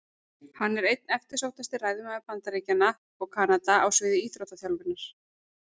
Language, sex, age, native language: Icelandic, female, 40-49, Icelandic